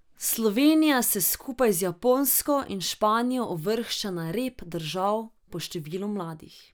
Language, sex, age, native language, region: Slovenian, female, 18-29, Slovenian, Drava region